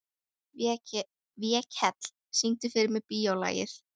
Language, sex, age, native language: Icelandic, female, 40-49, Icelandic